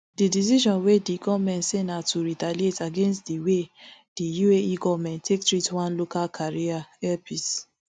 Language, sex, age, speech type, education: Nigerian Pidgin, female, 30-45, spontaneous, tertiary